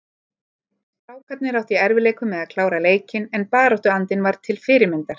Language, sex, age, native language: Icelandic, female, 30-39, Icelandic